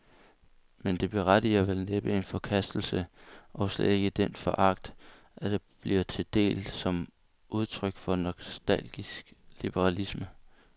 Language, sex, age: Danish, male, 22